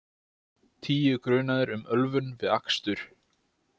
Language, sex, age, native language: Icelandic, male, 20-29, Icelandic